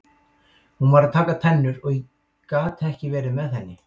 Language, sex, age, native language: Icelandic, male, 18-19, Icelandic